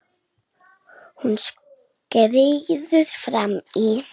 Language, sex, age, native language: Icelandic, male, 8, Icelandic